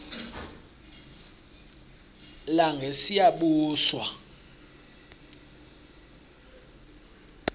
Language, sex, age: South Ndebele, male, 26